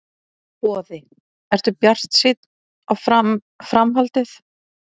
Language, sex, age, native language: Icelandic, female, 40-49, Icelandic